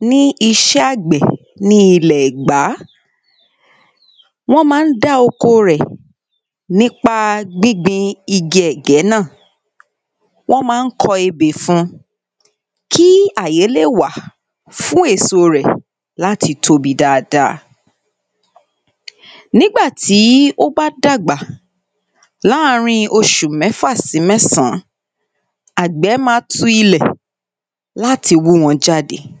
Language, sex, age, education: Yoruba, female, 30-45, secondary